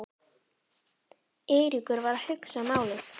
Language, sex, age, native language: Icelandic, female, 10, Icelandic